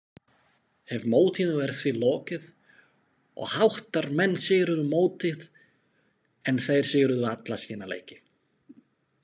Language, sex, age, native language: Icelandic, male, 20-29, Slovak